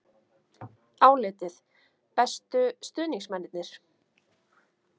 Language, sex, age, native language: Icelandic, female, 30-39, Icelandic